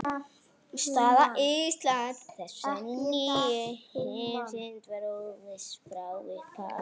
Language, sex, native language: Icelandic, female, Icelandic